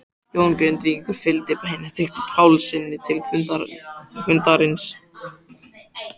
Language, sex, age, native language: Icelandic, male, 14, Icelandic